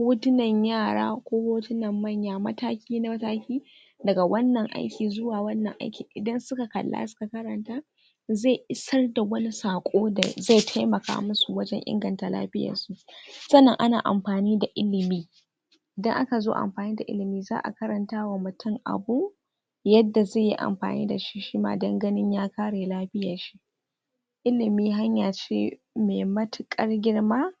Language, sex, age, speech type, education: Hausa, female, 46-60, spontaneous, tertiary